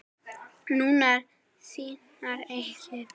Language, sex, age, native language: Icelandic, female, 10, Icelandic